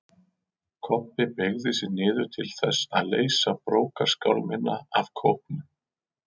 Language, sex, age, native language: Icelandic, male, 40-49, Icelandic